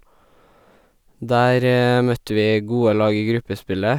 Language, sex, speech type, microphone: Norwegian, male, spontaneous, Sennheiser